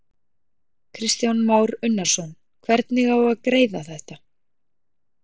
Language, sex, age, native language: Icelandic, female, 40-49, Icelandic